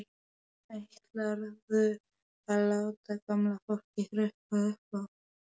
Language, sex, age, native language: Icelandic, male, 11, Polish